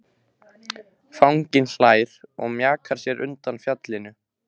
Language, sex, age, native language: Icelandic, male, 15, Icelandic